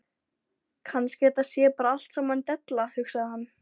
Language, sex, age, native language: Icelandic, female, 12, Icelandic